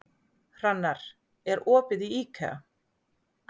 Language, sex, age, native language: Icelandic, female, 40-49, Icelandic